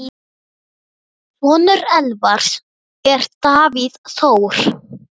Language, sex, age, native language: Icelandic, female, 9, Icelandic